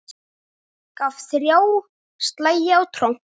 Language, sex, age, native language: Icelandic, male, 9, Icelandic